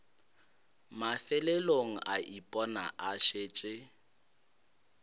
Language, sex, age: Northern Sotho, male, 22